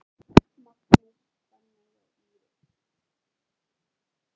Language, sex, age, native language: Icelandic, female, 10, Icelandic